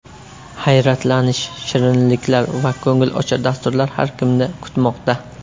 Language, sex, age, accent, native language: Uzbek, male, 25-34, Surxondaryo, Uzbek